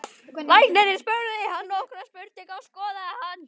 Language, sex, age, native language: Icelandic, male, 12, Icelandic